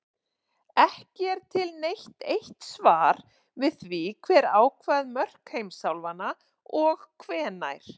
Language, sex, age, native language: Icelandic, female, 40-49, Icelandic